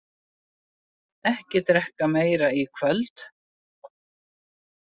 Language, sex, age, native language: Icelandic, female, 80-89, Icelandic